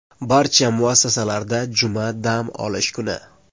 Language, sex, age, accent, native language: Uzbek, male, 25-34, Surxondaryo, Uzbek